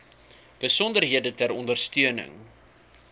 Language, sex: Afrikaans, male